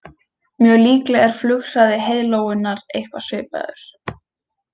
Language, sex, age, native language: Icelandic, female, 20-29, Icelandic